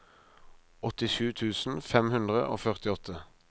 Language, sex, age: Norwegian, male, 23